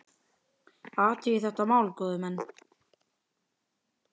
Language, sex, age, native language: Icelandic, male, 10, Icelandic